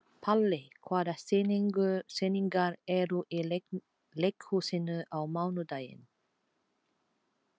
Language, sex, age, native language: Icelandic, female, 40-49, Filipino